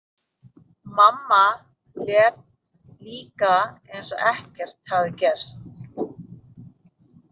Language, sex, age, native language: Icelandic, female, 30-39, Filipino